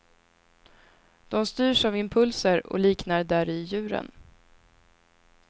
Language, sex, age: Swedish, female, 26